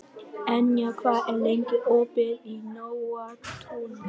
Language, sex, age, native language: Icelandic, male, 11, Vietnamese